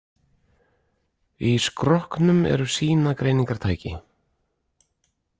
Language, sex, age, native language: Icelandic, male, 40-49, Icelandic